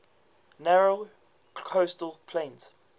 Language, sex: English, male